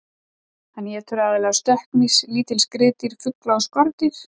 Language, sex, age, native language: Icelandic, female, 40-49, Icelandic